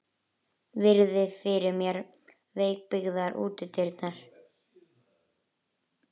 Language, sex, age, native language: Icelandic, female, 30-39, Icelandic